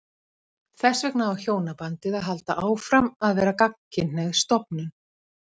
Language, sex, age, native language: Icelandic, female, 50-59, Icelandic